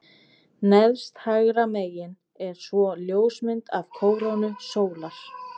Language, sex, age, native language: Icelandic, female, 20-29, Icelandic